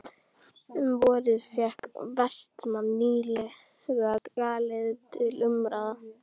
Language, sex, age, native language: Icelandic, female, 12, Icelandic